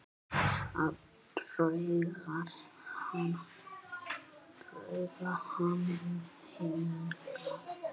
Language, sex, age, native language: Icelandic, male, 8, Icelandic